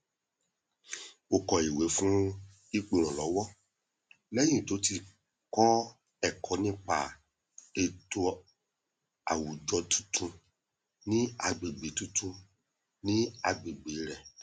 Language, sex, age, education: Yoruba, male, 30-45, tertiary